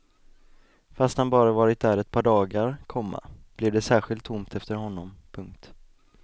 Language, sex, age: Swedish, male, 20